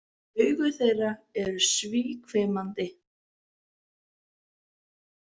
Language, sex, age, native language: Icelandic, female, 20-29, Icelandic